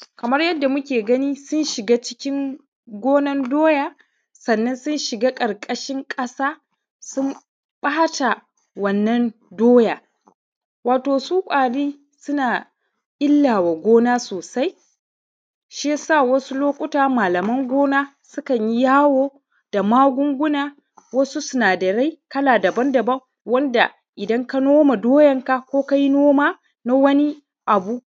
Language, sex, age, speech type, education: Hausa, male, 15-29, spontaneous, primary